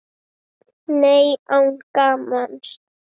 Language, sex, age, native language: Icelandic, female, 7, Icelandic